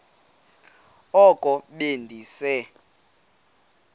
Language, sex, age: Xhosa, male, 18